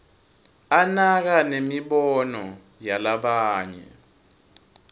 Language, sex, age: Swati, male, 20